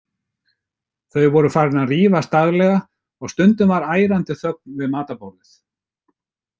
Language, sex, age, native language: Icelandic, male, 50-59, Icelandic